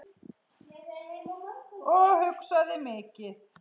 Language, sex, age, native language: Icelandic, female, 10, Icelandic